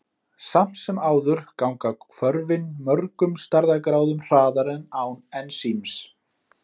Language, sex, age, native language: Icelandic, male, 30-39, Icelandic